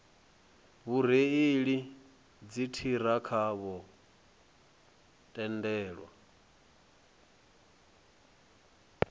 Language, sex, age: Venda, male, 23